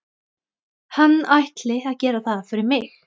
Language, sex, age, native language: Icelandic, female, 20-29, Thai